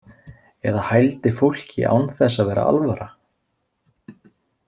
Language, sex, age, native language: Icelandic, male, 20-29, Icelandic